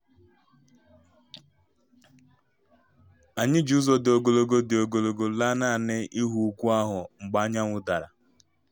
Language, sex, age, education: Igbo, male, 15-29, secondary